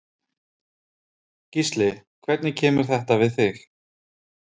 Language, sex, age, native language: Icelandic, male, 30-39, Icelandic